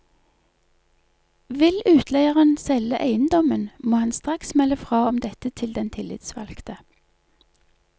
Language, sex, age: Norwegian, female, 48